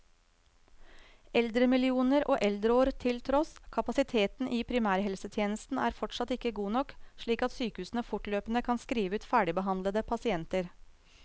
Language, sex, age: Norwegian, female, 35